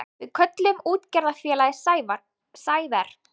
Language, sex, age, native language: Icelandic, female, 20-29, Icelandic